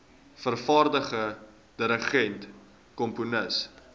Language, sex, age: Afrikaans, male, 19